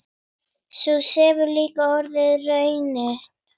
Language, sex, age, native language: Icelandic, female, 9, Icelandic